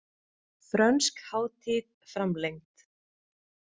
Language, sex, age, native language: Icelandic, female, 20-29, Icelandic